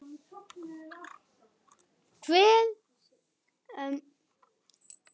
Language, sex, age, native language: Icelandic, male, 9, Icelandic